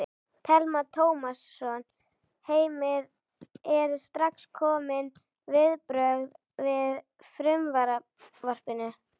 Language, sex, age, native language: Icelandic, female, 11, Icelandic